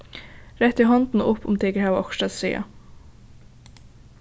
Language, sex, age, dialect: Faroese, female, 15-35, Suðuroy